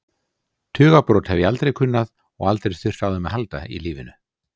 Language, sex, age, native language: Icelandic, male, 60-69, Icelandic